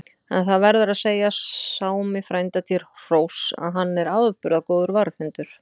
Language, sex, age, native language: Icelandic, female, 40-49, Icelandic